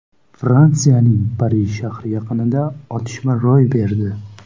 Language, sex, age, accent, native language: Uzbek, female, 18-24, Toshkent shahri, Uzbek